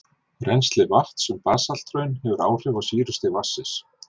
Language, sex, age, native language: Icelandic, male, 40-49, Icelandic